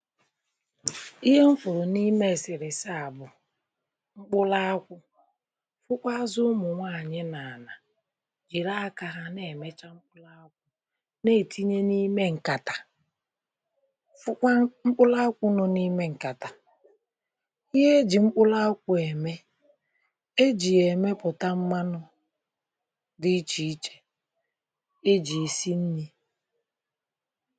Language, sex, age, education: Igbo, female, 30-45, tertiary